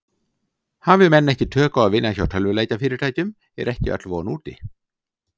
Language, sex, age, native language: Icelandic, male, 60-69, Icelandic